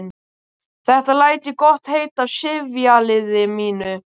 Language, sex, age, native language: Icelandic, male, 12, Icelandic